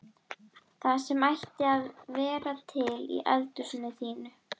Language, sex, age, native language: Icelandic, female, 12, Icelandic